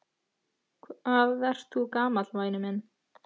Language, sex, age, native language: Icelandic, female, 14, Icelandic